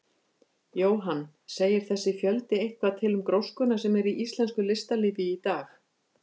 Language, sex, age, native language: Icelandic, female, 50-59, Icelandic